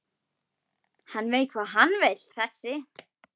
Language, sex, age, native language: Icelandic, female, 11, Icelandic